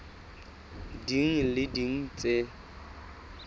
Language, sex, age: Southern Sotho, male, 24